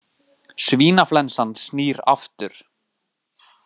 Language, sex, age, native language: Icelandic, male, 18-19, Icelandic